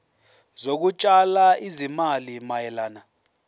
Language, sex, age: Zulu, male, 24